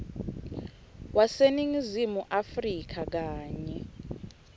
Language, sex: Swati, female